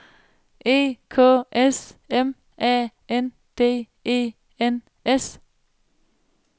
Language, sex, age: Danish, female, 35